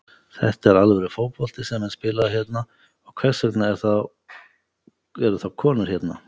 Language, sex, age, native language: Icelandic, male, 50-59, Icelandic